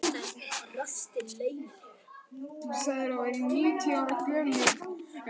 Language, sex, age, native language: Icelandic, male, 12, Icelandic